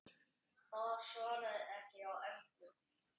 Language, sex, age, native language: Icelandic, male, 10, Icelandic